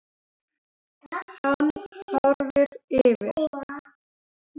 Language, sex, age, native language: Icelandic, male, 7, Icelandic